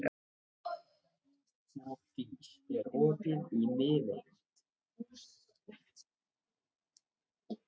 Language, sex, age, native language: Icelandic, male, 13, Icelandic